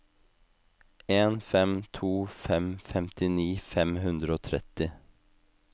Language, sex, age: Norwegian, male, 25